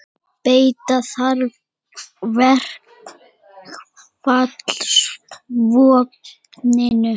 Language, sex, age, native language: Icelandic, male, 30-39, Icelandic